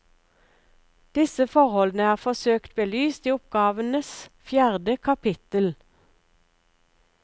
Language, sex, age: Norwegian, female, 59